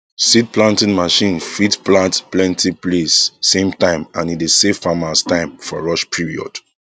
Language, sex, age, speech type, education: Nigerian Pidgin, male, 15-29, spontaneous, tertiary